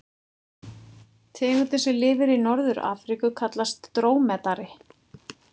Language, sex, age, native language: Icelandic, female, 40-49, Icelandic